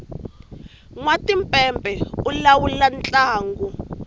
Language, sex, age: Tsonga, female, 18